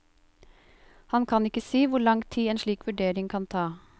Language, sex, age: Norwegian, female, 28